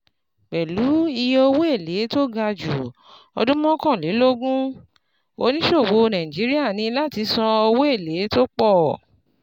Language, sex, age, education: Yoruba, female, 30-45, tertiary